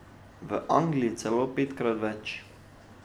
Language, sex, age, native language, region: Slovenian, male, 12-17, Slovenian, Drava region